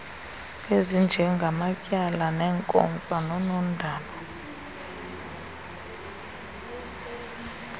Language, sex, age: Xhosa, female, 30